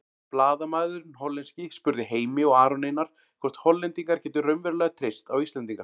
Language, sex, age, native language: Icelandic, male, 40-49, Icelandic